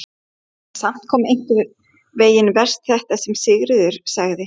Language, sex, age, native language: Icelandic, female, 11, Icelandic